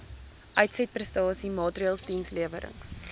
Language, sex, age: Afrikaans, female, 19